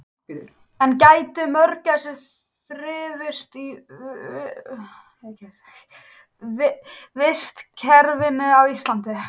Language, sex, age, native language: Icelandic, female, 40-49, Icelandic